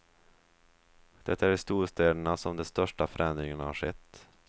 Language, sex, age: Swedish, male, 23